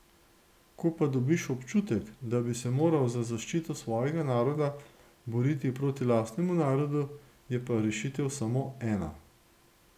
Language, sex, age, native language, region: Slovenian, male, 60+, Slovenian, Gorenjska region